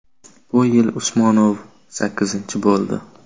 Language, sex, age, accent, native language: Uzbek, male, 18-24, Surxondaryo, Uzbek